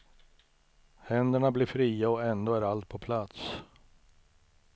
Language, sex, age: Swedish, male, 63